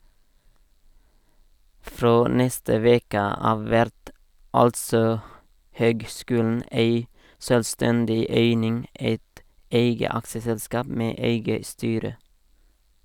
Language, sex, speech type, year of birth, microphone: Norwegian, male, read, 1989, Sennheiser